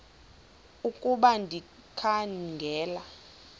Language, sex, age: Xhosa, female, 20